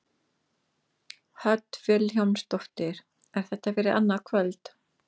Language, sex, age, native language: Icelandic, female, 50-59, English